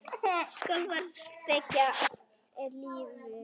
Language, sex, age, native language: Icelandic, female, 10, Icelandic